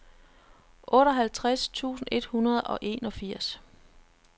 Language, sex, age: Danish, female, 33